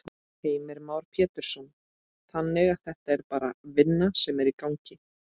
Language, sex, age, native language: Icelandic, female, 30-39, Icelandic